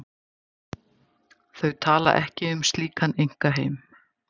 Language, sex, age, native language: Icelandic, female, 50-59, Icelandic